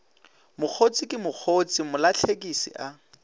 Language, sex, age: Northern Sotho, male, 18